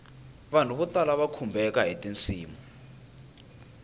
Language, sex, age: Tsonga, male, 19